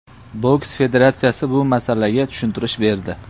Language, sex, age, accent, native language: Uzbek, male, 25-34, Farg'ona, Uzbek